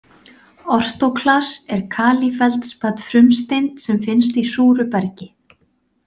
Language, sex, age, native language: Icelandic, female, 40-49, Icelandic